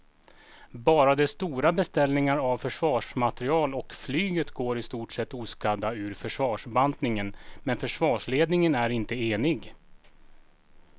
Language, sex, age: Swedish, male, 36